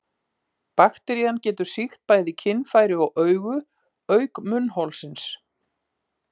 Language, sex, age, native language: Icelandic, female, 50-59, Icelandic